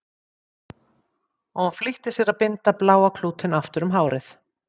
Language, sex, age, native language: Icelandic, female, 50-59, Icelandic